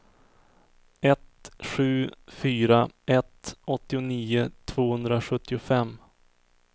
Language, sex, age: Swedish, male, 24